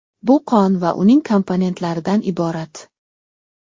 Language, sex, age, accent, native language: Uzbek, male, 12-17, Namangan, Uzbek